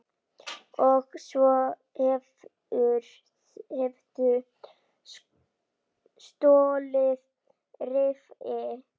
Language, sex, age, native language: Icelandic, female, 9, Icelandic